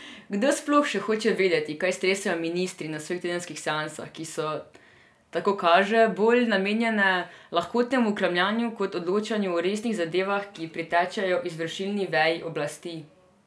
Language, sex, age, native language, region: Slovenian, female, 18-29, Serbian, Drava region